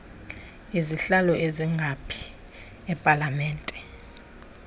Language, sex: Xhosa, female